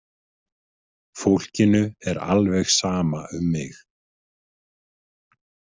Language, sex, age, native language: Icelandic, male, 50-59, Icelandic